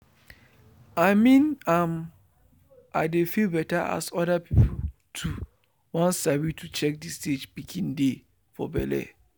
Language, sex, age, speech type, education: Nigerian Pidgin, male, 15-29, spontaneous, tertiary